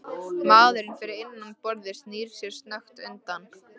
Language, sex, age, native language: Icelandic, female, 13, Icelandic